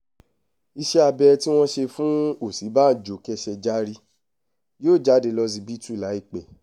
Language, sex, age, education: Yoruba, male, 15-29, tertiary